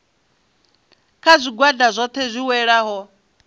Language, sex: Venda, female